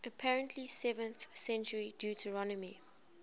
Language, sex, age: English, female, 20